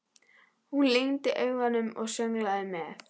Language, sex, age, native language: Icelandic, female, 11, Icelandic